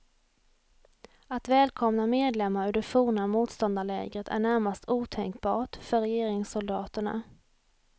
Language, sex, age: Swedish, female, 28